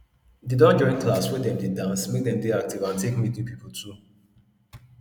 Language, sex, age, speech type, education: Nigerian Pidgin, male, 30-45, spontaneous, tertiary